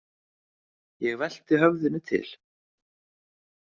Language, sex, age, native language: Icelandic, male, 30-39, Icelandic